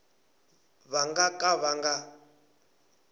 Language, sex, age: Tsonga, male, 20